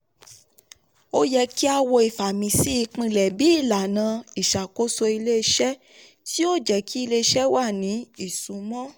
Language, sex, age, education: Yoruba, female, 15-29, tertiary